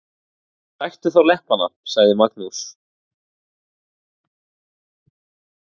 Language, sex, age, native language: Icelandic, male, 20-29, Icelandic